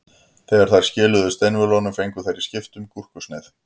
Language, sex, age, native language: Icelandic, male, 50-59, Icelandic